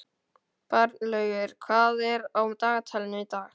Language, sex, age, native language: Icelandic, male, 12, Icelandic